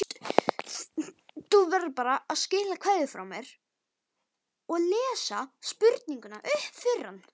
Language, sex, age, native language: Icelandic, male, 11, Icelandic